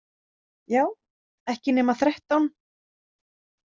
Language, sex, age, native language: Icelandic, female, 30-39, Icelandic